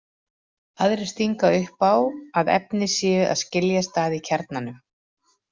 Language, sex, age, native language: Icelandic, female, 40-49, Icelandic